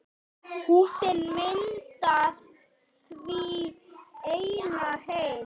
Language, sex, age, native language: Icelandic, male, 8, Icelandic